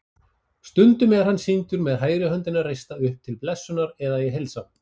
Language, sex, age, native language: Icelandic, male, 40-49, Icelandic